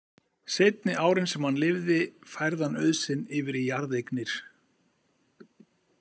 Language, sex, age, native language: Icelandic, male, 50-59, Icelandic